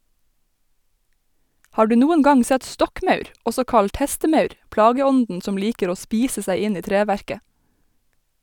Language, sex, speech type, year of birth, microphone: Norwegian, female, read, 1990, Sennheiser